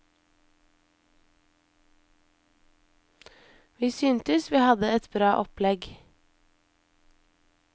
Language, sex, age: Norwegian, female, 23